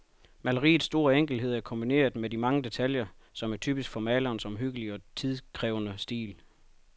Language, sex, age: Danish, male, 31